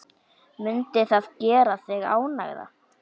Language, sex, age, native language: Icelandic, female, 9, Icelandic